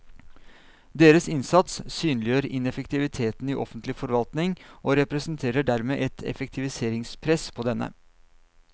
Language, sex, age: Norwegian, male, 39